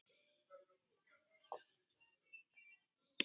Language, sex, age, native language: Icelandic, male, 10, Icelandic